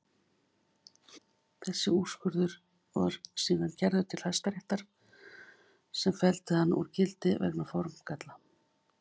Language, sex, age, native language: Icelandic, female, 50-59, Icelandic